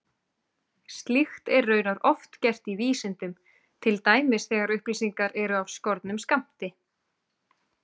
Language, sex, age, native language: Icelandic, female, 30-39, Icelandic